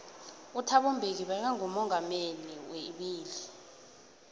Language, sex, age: South Ndebele, female, 18